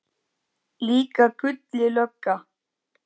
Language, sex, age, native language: Icelandic, male, 9, Icelandic